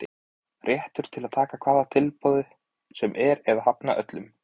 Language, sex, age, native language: Icelandic, male, 20-29, Icelandic